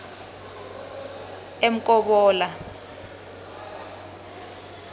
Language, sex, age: South Ndebele, female, 23